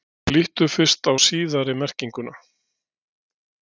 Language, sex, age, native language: Icelandic, male, 60-69, Icelandic